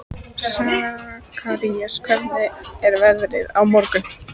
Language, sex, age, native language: Icelandic, female, 14, Icelandic